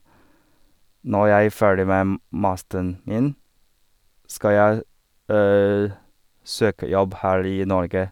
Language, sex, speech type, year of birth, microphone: Norwegian, male, spontaneous, 1985, Sennheiser